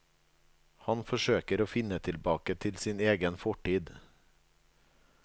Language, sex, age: Norwegian, male, 37